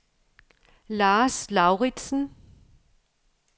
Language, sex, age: Danish, female, 55